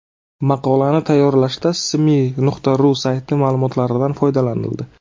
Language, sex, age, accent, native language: Uzbek, male, 30-39, Navoiy, Uzbek